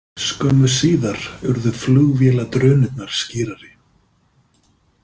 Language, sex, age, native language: Icelandic, male, 50-59, Icelandic